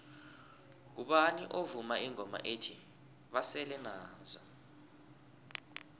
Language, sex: South Ndebele, male